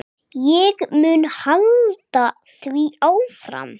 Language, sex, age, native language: Icelandic, female, 6, English